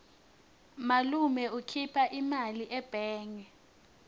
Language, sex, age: Swati, female, 19